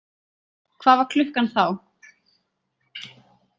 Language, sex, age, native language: Icelandic, female, 30-39, Icelandic